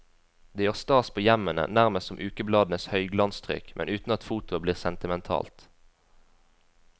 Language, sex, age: Norwegian, female, 20